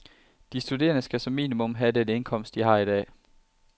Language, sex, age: Danish, male, 23